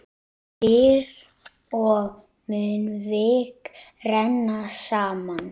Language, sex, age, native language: Icelandic, male, 9, Icelandic